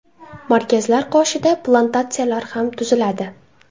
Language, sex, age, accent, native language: Uzbek, female, 19-29, Toshkent shahri, Uzbek